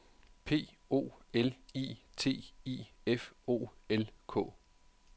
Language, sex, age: Danish, male, 31